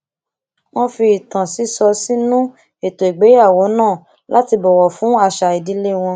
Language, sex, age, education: Yoruba, female, 15-29, tertiary